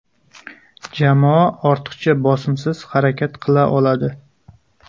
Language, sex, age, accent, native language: Uzbek, male, 25-34, Jizzax, Uzbek